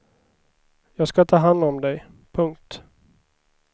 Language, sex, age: Swedish, male, 29